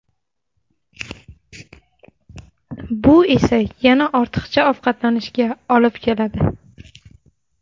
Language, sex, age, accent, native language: Uzbek, female, 18-24, Navoiy, Tajik